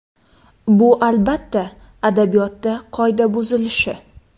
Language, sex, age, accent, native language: Uzbek, female, under 19, Qoraqalpog'iston, Uzbek